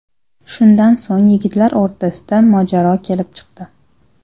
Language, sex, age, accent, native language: Uzbek, female, 19-29, Namangan, Uzbek